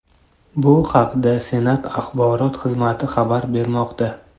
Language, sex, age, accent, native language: Uzbek, male, 18-24, Navoiy, Uzbek